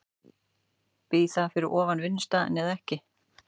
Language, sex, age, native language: Icelandic, male, 12, Icelandic